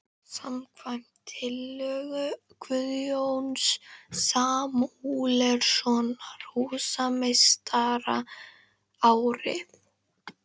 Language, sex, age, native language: Icelandic, female, 13, Icelandic